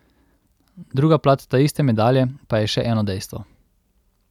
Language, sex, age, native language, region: Slovenian, male, 30-49, Slovenian, Central Slovenia